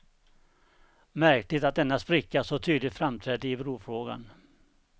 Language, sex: Swedish, male